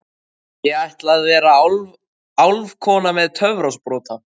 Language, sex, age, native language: Icelandic, male, 12, Icelandic